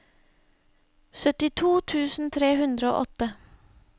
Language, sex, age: Norwegian, female, 25